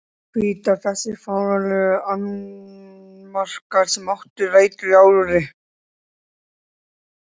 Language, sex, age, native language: Icelandic, male, 13, Icelandic